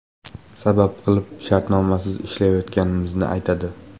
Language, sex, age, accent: Uzbek, male, 18-24, Qoraqalpog'iston